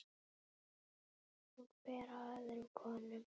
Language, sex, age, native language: Icelandic, female, 8, Icelandic